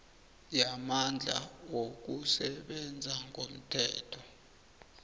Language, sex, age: South Ndebele, male, 24